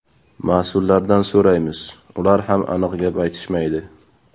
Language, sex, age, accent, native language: Uzbek, male, 18-24, Sirdaryo, Uzbek